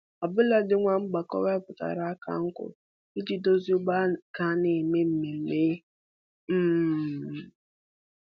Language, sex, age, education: Igbo, female, 15-29, tertiary